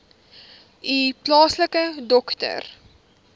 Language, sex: Afrikaans, female